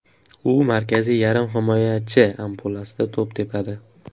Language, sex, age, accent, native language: Uzbek, male, 18-24, Farg'ona, Uzbek